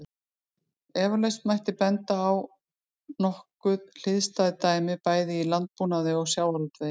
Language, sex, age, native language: Icelandic, female, 50-59, Icelandic